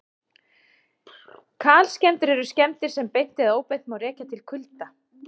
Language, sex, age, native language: Icelandic, female, 30-39, Icelandic